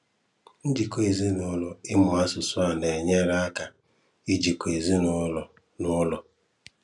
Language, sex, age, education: Igbo, male, 15-29, tertiary